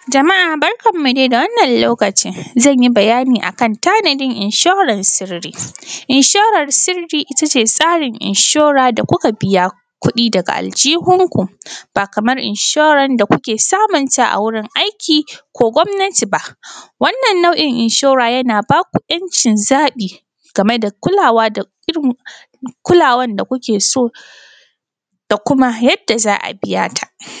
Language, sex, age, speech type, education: Hausa, female, 15-29, spontaneous, primary